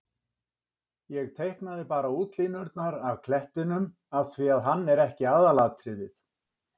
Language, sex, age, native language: Icelandic, male, 60-69, Icelandic